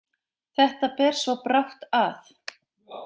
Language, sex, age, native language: Icelandic, female, 40-49, Icelandic